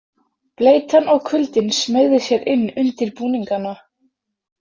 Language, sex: Icelandic, female